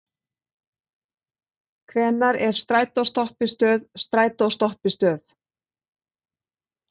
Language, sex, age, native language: Icelandic, female, 40-49, Icelandic